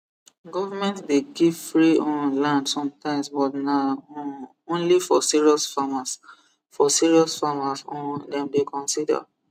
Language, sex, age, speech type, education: Nigerian Pidgin, male, 15-29, spontaneous, tertiary